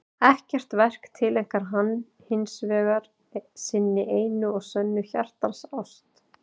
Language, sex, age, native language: Icelandic, female, 40-49, Icelandic